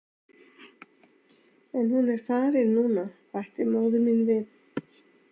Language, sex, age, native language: Icelandic, female, 60-69, Icelandic